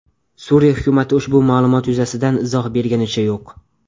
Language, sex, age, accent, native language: Uzbek, male, 19-29, Andijon, Uzbek